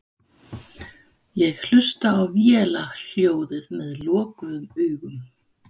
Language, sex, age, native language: Icelandic, female, 50-59, Danish